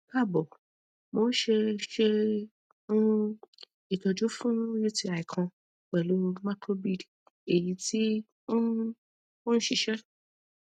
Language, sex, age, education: Yoruba, female, 30-45, tertiary